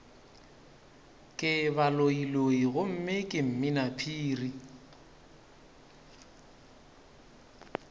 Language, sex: Northern Sotho, male